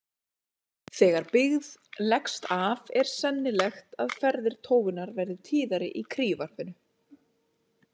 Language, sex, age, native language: Icelandic, female, 30-39, Icelandic